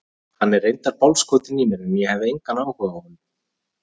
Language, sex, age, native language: Icelandic, male, 30-39, Icelandic